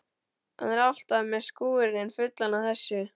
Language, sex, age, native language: Icelandic, male, 12, Icelandic